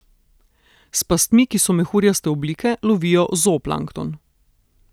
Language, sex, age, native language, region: Slovenian, female, 30-49, Slovenian, Southeast Slovenia